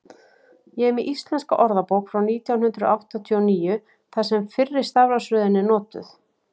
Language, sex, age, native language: Icelandic, female, 40-49, Icelandic